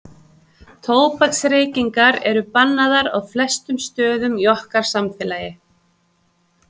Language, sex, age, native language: Icelandic, female, 30-39, Icelandic